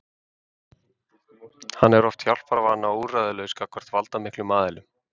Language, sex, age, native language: Icelandic, male, 30-39, Icelandic